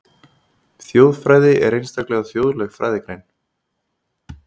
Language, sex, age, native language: Icelandic, male, 30-39, Icelandic